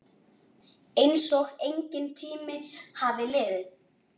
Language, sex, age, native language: Icelandic, male, 9, Icelandic